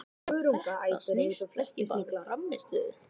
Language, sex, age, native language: Icelandic, female, 18-19, Icelandic